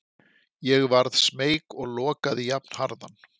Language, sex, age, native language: Icelandic, male, 50-59, Icelandic